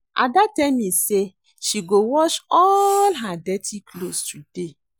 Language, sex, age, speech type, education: Nigerian Pidgin, female, 30-45, read, secondary